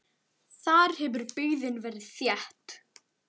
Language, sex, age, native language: Icelandic, male, 9, Icelandic